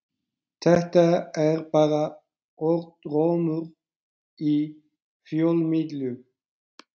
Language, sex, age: Icelandic, male, 40-49